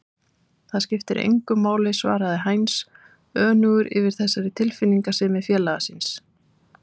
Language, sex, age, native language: Icelandic, female, 30-39, Icelandic